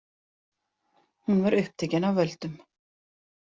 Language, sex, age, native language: Icelandic, female, 40-49, Icelandic